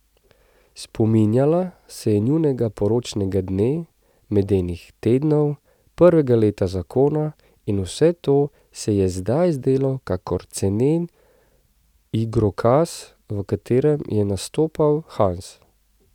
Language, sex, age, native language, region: Slovenian, male, 30-49, Slovenian, Central Slovenia